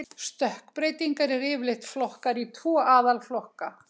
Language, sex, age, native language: Icelandic, female, 60-69, Icelandic